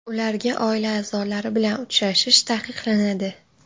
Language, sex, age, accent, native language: Uzbek, female, 18-24, Toshkent shahri, Uzbek